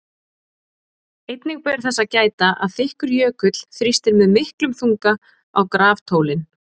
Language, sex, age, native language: Icelandic, female, 20-29, Icelandic